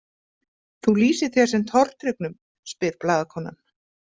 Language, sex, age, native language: Icelandic, female, 50-59, Icelandic